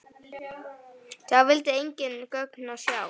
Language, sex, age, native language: Icelandic, male, 9, Icelandic